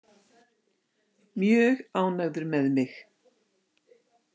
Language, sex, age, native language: Icelandic, female, 60-69, Icelandic